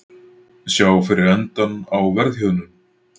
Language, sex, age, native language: Icelandic, male, 40-49, Icelandic